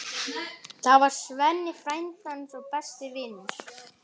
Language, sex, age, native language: Icelandic, male, 11, Icelandic